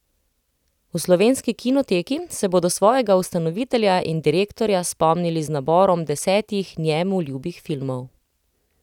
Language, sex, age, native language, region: Slovenian, female, 30-49, Slovenian, Central Slovenia